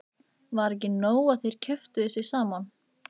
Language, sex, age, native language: Icelandic, female, 15, Icelandic